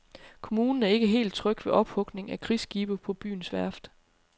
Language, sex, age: Danish, female, 30